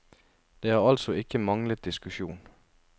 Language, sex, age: Norwegian, male, 33